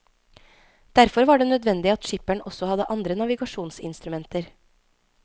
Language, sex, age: Norwegian, female, 25